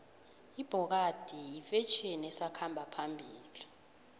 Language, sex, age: South Ndebele, female, 18